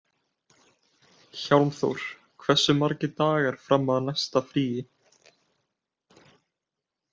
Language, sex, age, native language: Icelandic, male, 18-19, Icelandic